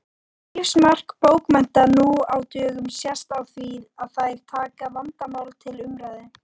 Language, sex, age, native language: Icelandic, female, 40-49, Icelandic